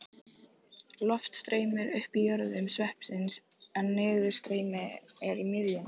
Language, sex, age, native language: Icelandic, female, 18-19, Icelandic